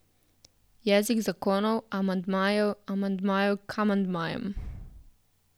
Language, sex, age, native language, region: Slovenian, female, 18-29, Slovenian, Southeast Slovenia